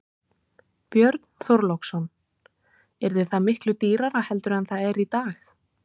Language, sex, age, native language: Icelandic, female, 20-29, Icelandic